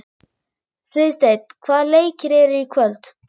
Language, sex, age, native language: Icelandic, female, 11, German